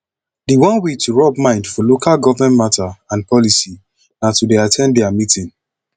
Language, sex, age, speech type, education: Nigerian Pidgin, male, 15-29, spontaneous, tertiary